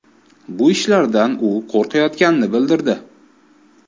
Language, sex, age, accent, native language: Uzbek, male, 25-34, Toshkent viloyati, Uzbek